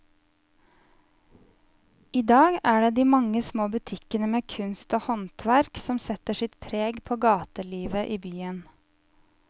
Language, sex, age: Norwegian, female, 27